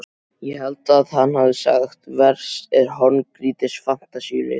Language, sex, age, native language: Icelandic, male, 12, Icelandic